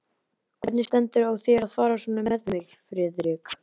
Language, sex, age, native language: Icelandic, male, 11, Icelandic